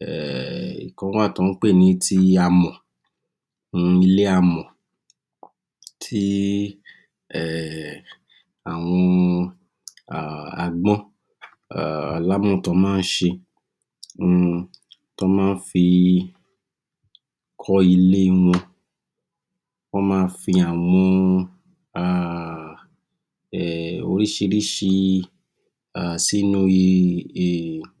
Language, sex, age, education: Yoruba, male, 46-60, tertiary